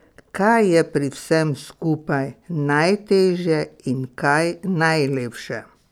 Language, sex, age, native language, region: Slovenian, female, 60+, Slovenian, Pomurje region